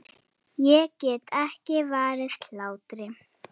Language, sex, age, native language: Icelandic, female, 7, Icelandic